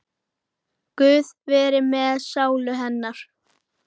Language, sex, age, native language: Icelandic, male, 8, Icelandic